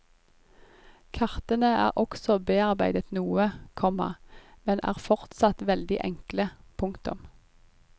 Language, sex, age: Norwegian, female, 25